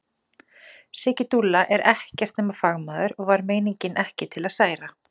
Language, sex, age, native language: Icelandic, female, 40-49, Icelandic